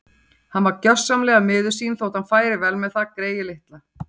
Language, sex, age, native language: Icelandic, female, 40-49, Icelandic